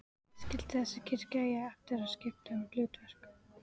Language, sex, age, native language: Icelandic, female, 14, Icelandic